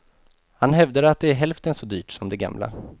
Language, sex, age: Swedish, male, 28